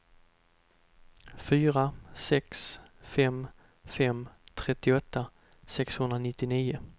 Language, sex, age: Swedish, male, 32